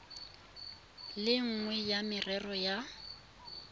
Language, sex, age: Tswana, female, 22